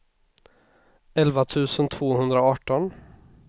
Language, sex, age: Swedish, male, 26